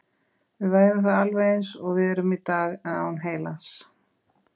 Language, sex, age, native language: Icelandic, female, 20-29, Icelandic